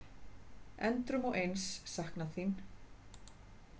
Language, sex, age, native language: Icelandic, female, 50-59, Icelandic